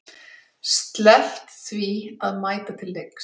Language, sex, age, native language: Icelandic, female, 40-49, Icelandic